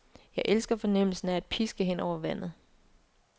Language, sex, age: Danish, female, 24